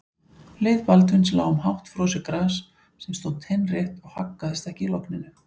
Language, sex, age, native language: Icelandic, female, 40-49, Icelandic